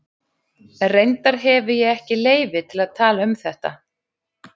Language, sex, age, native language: Icelandic, male, 11, Icelandic